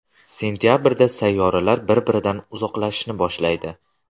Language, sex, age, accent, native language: Uzbek, male, 18-24, Farg'ona, Uzbek